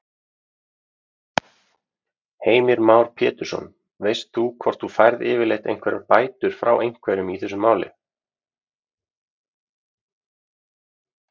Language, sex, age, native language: Icelandic, male, 30-39, Icelandic